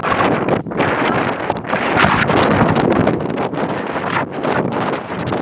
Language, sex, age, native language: Icelandic, female, 40-49, Icelandic